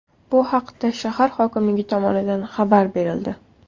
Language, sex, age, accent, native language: Uzbek, female, 19-29, Toshkent viloyati, Uzbek